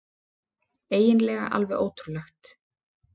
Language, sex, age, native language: Icelandic, female, 30-39, Icelandic